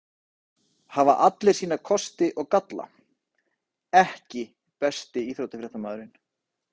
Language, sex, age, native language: Icelandic, male, 30-39, Icelandic